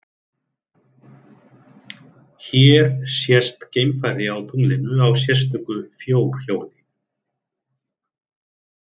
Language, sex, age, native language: Icelandic, male, 30-39, Icelandic